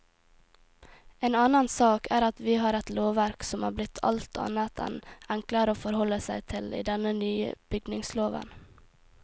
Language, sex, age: Norwegian, female, 18